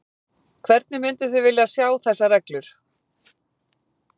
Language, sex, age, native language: Icelandic, female, 50-59, Icelandic